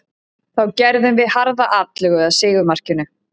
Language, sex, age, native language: Icelandic, female, 30-39, Icelandic